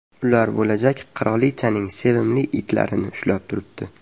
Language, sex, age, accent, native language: Uzbek, male, 12-17, Farg'ona, Uzbek